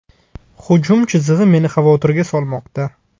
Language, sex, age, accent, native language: Uzbek, male, 30-39, Buxoro, Uzbek